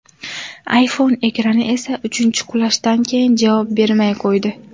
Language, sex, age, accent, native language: Uzbek, female, 18-24, Andijon, Uzbek